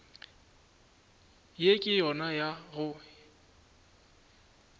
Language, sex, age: Northern Sotho, male, 24